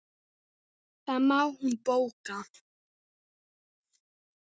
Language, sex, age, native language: Icelandic, female, 9, Icelandic